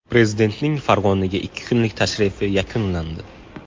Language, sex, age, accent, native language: Uzbek, male, 18-24, Qashqadaryo, Uzbek